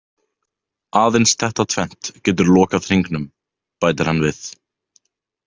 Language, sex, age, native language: Icelandic, male, 18-19, Icelandic